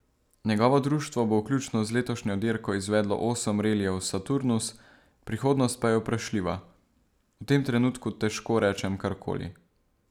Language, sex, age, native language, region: Slovenian, male, 18-29, Slovenian, Savinja region